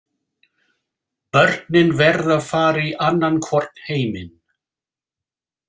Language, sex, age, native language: Icelandic, male, 60-69, English